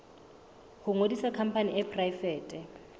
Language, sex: Southern Sotho, female